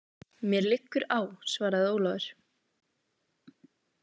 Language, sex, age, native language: Icelandic, female, 18-19, Icelandic